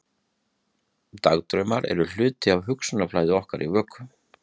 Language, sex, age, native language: Icelandic, male, 30-39, Icelandic